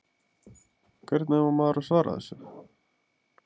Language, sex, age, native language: Icelandic, male, 20-29, Icelandic